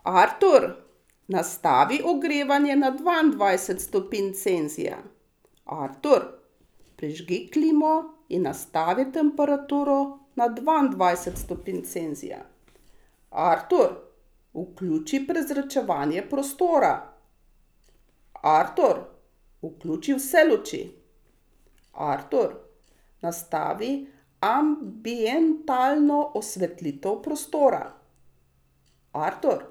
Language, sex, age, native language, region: Slovenian, female, 60+, Slovenian, Savinja region